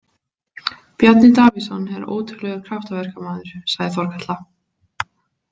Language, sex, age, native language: Icelandic, female, 20-29, Icelandic